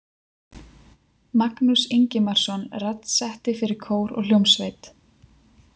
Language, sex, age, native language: Icelandic, female, 20-29, Icelandic